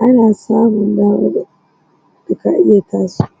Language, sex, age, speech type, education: Hausa, female, 30-45, spontaneous, tertiary